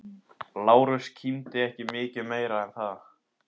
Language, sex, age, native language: Icelandic, male, 15, Icelandic